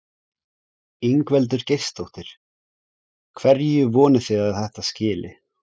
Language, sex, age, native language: Icelandic, male, 17, Icelandic